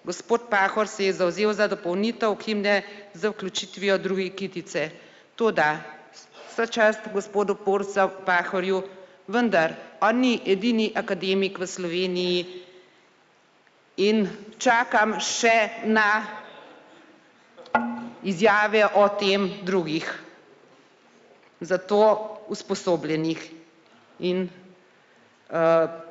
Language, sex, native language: Slovenian, female, Slovenian